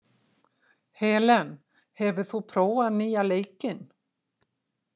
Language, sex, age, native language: Icelandic, female, 60-69, Icelandic